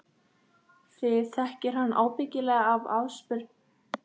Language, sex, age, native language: Icelandic, female, 13, Icelandic